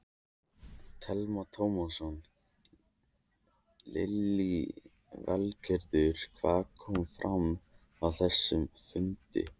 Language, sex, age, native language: Icelandic, male, 14, Icelandic